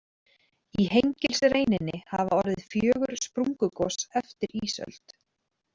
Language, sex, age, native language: Icelandic, female, 30-39, Icelandic